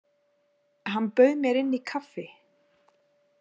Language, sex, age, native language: Icelandic, female, 40-49, Icelandic